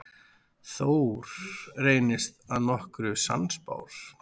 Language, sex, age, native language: Icelandic, male, 40-49, Icelandic